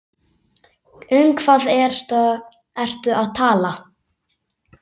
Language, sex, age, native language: Icelandic, male, 8, Icelandic